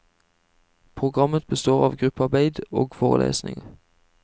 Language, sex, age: Norwegian, male, 25